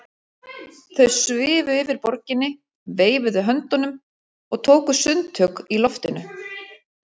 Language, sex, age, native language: Icelandic, female, 40-49, Icelandic